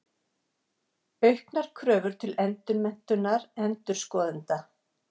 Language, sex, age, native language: Icelandic, female, 60-69, Icelandic